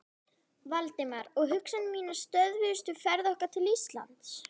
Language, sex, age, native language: Icelandic, male, 11, Icelandic